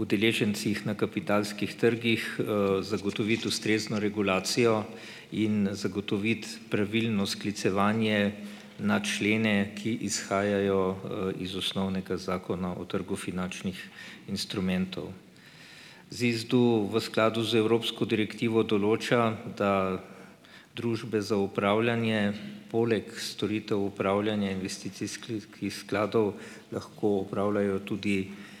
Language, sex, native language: Slovenian, male, Slovenian